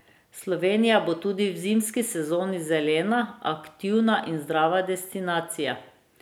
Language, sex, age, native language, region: Slovenian, female, 30-49, Slovenian, Drava region